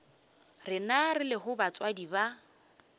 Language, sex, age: Northern Sotho, female, 23